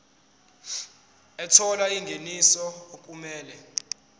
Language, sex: Zulu, male